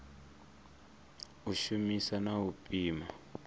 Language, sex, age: Venda, male, 23